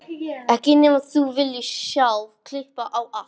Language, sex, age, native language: Icelandic, male, 18-19, English